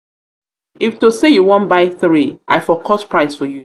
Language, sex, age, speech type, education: Nigerian Pidgin, female, 30-45, spontaneous, tertiary